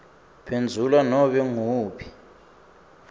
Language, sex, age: Swati, male, 24